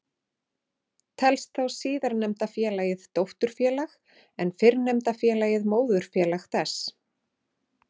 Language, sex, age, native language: Icelandic, female, 40-49, Icelandic